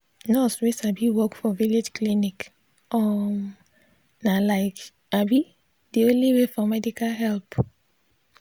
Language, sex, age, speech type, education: Nigerian Pidgin, female, 15-29, spontaneous, tertiary